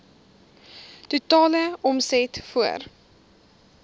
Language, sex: Afrikaans, female